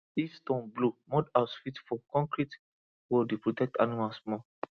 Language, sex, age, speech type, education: Nigerian Pidgin, male, 15-29, spontaneous, tertiary